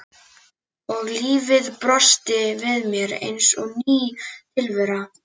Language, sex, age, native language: Icelandic, male, 11, Icelandic